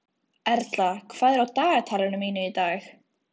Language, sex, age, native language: Icelandic, female, 13, Icelandic